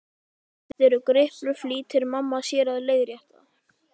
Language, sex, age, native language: Icelandic, male, 11, Icelandic